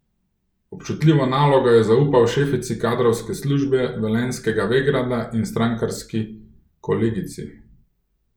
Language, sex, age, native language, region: Slovenian, male, 30-49, Slovenian, Gorenjska region